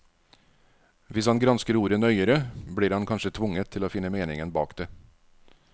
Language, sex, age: Norwegian, male, 49